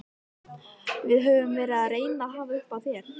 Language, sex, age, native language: Icelandic, female, 13, Icelandic